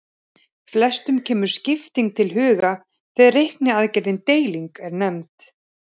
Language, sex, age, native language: Icelandic, male, 30-39, Icelandic